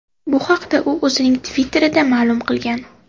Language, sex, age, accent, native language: Uzbek, female, 18-24, Toshkent viloyati, Uzbek